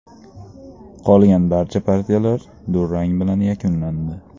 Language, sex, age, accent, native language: Uzbek, male, 19-29, Andijon, Uzbek